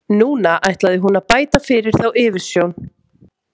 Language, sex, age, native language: Icelandic, female, 30-39, Icelandic